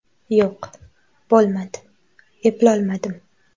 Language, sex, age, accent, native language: Uzbek, female, 12-17, Toshkent viloyati, Uzbek